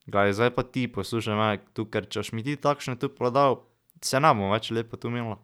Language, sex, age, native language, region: Slovenian, male, 12-17, Slovenian, Drava region